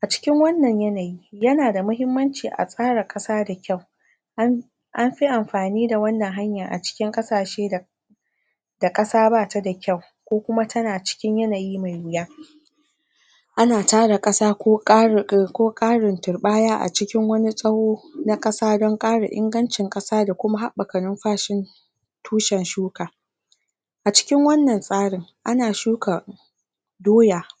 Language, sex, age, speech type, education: Hausa, female, 46-60, spontaneous, primary